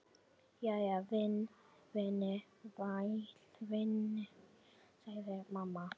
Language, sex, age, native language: Icelandic, female, 8, Icelandic